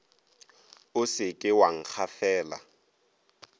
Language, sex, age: Northern Sotho, male, 22